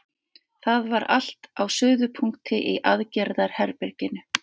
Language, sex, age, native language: Icelandic, female, 50-59, Icelandic